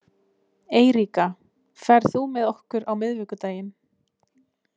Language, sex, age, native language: Icelandic, female, 20-29, Icelandic